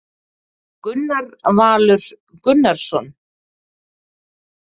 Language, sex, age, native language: Icelandic, female, 30-39, Icelandic